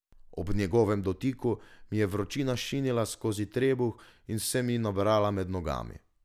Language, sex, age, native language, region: Slovenian, male, 18-29, Slovenian, Drava region